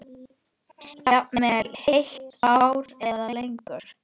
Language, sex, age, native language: Icelandic, female, 10, Icelandic